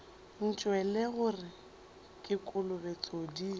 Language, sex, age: Northern Sotho, female, 23